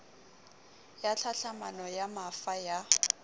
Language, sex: Southern Sotho, female